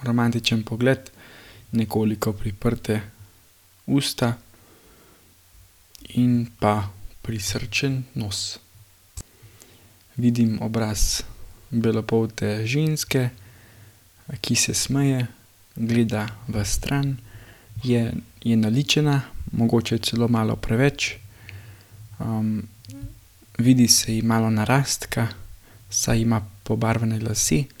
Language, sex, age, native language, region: Slovenian, male, 18-29, Slovenian, Gorenjska region